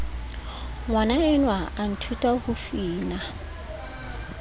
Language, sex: Southern Sotho, female